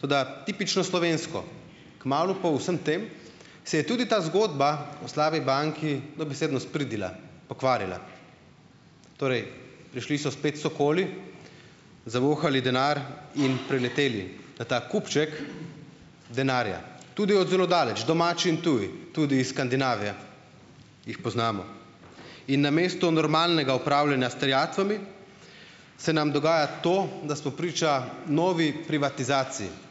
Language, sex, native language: Slovenian, male, Slovenian